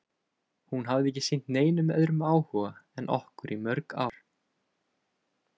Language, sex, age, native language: Icelandic, male, 20-29, Icelandic